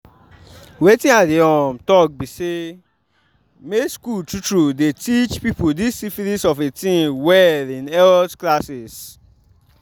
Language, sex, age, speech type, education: Nigerian Pidgin, male, 15-29, spontaneous, tertiary